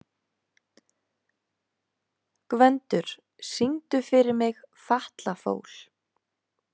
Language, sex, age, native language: Icelandic, female, 20-29, Icelandic